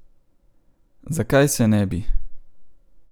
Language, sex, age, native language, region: Slovenian, male, 30-49, Slovenian, Central Slovenia